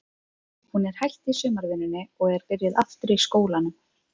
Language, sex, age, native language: Icelandic, female, 30-39, Icelandic